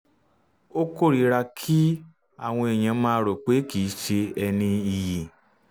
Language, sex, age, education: Yoruba, male, 30-45, tertiary